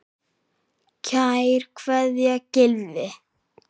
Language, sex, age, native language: Icelandic, male, 7, Icelandic